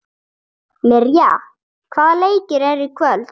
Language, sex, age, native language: Icelandic, female, 30-39, Icelandic